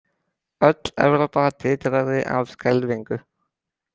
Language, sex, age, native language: Icelandic, female, 20-29, Icelandic